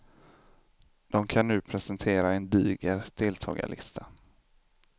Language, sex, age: Swedish, male, 25